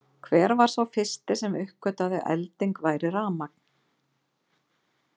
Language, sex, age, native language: Icelandic, female, 50-59, Icelandic